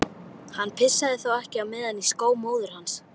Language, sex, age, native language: Icelandic, female, 12, Icelandic